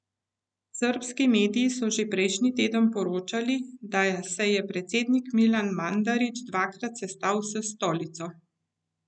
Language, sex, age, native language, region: Slovenian, female, 50-59, Slovenian, Central Slovenia